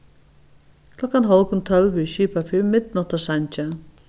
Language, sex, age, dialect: Faroese, female, 61+, Norðurstreymoy/Eysturoy